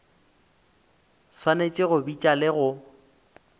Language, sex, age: Northern Sotho, male, 24